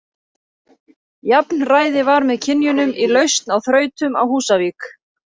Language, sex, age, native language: Icelandic, female, 30-39, Icelandic